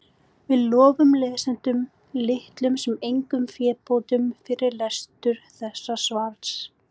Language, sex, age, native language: Icelandic, female, 18-19, Icelandic